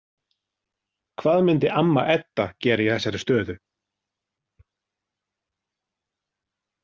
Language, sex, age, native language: Icelandic, male, 40-49, Icelandic